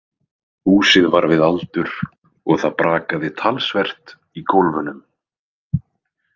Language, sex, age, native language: Icelandic, male, 20-29, Icelandic